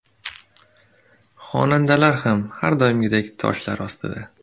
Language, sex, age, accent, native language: Uzbek, male, 18-24, Surxondaryo, Uzbek